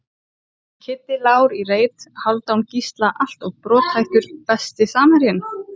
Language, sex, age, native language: Icelandic, female, 30-39, Icelandic